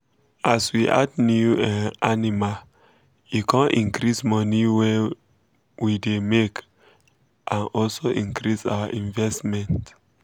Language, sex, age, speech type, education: Nigerian Pidgin, male, 15-29, spontaneous, tertiary